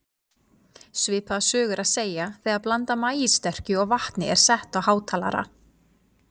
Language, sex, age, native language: Icelandic, female, 40-49, Icelandic